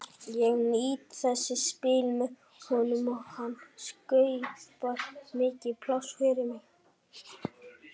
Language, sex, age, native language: Icelandic, female, 18-19, Icelandic